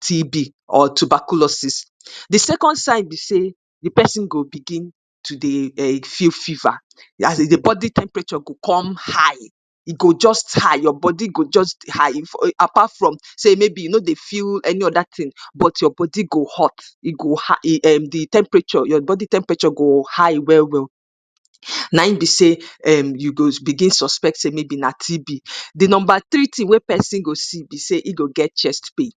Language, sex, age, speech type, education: Nigerian Pidgin, female, 30-45, spontaneous, tertiary